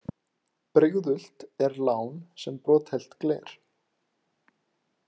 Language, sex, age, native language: Icelandic, male, 20-29, Icelandic